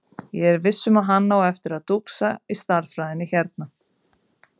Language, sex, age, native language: Icelandic, female, 50-59, Icelandic